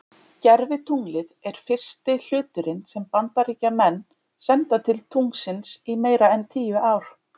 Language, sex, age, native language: Icelandic, female, 30-39, Icelandic